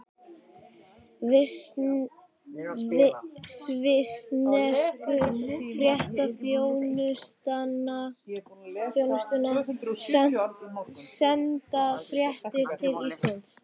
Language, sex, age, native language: Icelandic, male, 12, Icelandic